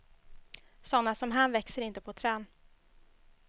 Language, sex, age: Swedish, female, 21